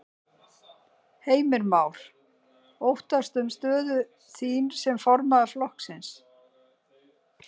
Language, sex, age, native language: Icelandic, female, 60-69, Icelandic